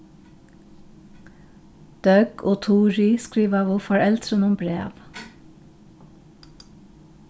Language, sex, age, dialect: Faroese, female, 36-60, Norðurstreymoy/Eysturoy